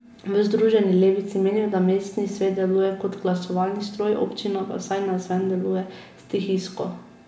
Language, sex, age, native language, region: Slovenian, female, 18-29, Slovenian, Drava region